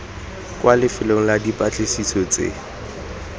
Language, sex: Tswana, male